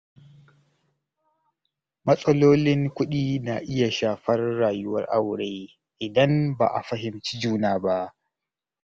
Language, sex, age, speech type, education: Hausa, male, 30-45, spontaneous, tertiary